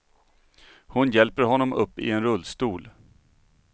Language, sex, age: Swedish, male, 39